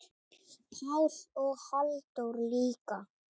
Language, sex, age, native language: Icelandic, female, 7, Icelandic